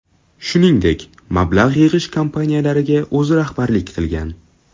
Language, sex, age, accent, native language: Uzbek, male, 12-17, Toshkent shahri, Uzbek